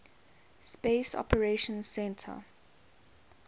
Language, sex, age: English, female, 21